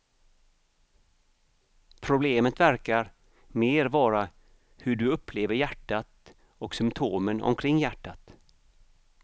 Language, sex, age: Swedish, male, 55